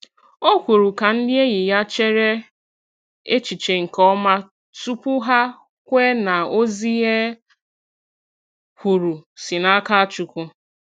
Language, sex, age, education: Igbo, female, 15-29, tertiary